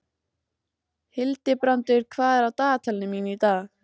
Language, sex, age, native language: Icelandic, female, 14, Icelandic